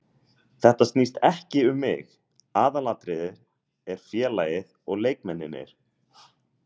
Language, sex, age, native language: Icelandic, male, 30-39, Icelandic